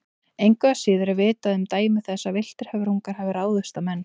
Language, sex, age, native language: Icelandic, female, 20-29, Icelandic